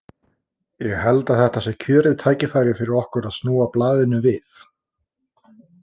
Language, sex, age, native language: Icelandic, male, 20-29, Icelandic